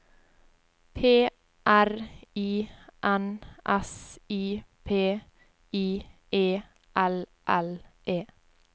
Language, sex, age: Norwegian, female, 20